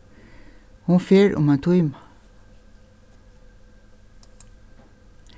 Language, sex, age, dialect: Faroese, female, 61+, Suðurstreymoy